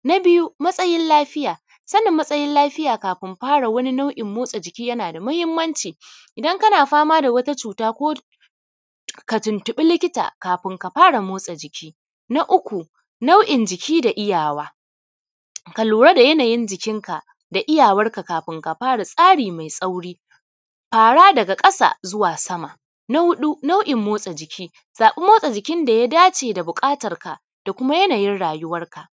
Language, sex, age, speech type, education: Hausa, female, 30-45, spontaneous, primary